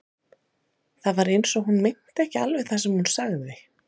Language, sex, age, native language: Icelandic, female, 30-39, Icelandic